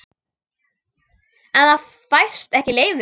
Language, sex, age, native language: Icelandic, female, 10, Icelandic